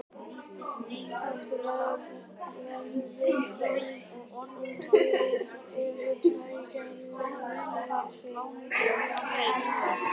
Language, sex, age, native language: Icelandic, male, 18-19, Icelandic